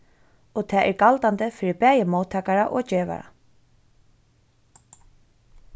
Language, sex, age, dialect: Faroese, female, 15-35, Suðurstreymoy